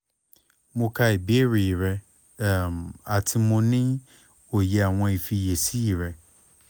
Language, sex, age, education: Yoruba, male, 15-29, tertiary